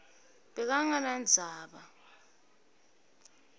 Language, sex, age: Swati, female, 21